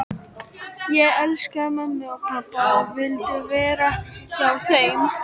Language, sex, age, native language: Icelandic, female, 12, Icelandic